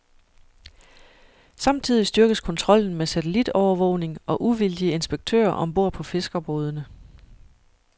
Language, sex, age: Danish, female, 41